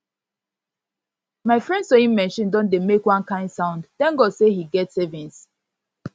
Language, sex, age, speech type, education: Nigerian Pidgin, female, 15-29, spontaneous, tertiary